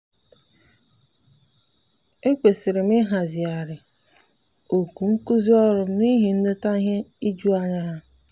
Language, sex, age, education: Igbo, female, 15-29, tertiary